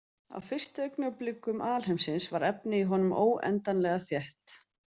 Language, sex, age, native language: Icelandic, female, 30-39, Icelandic